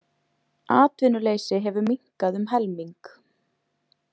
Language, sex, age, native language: Icelandic, female, 20-29, Icelandic